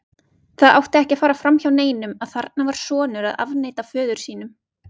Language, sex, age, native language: Icelandic, female, 20-29, Icelandic